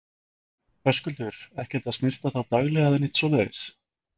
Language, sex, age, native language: Icelandic, male, 20-29, Icelandic